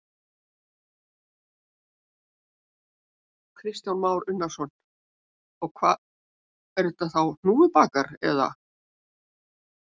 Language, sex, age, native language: Icelandic, female, 70-79, Icelandic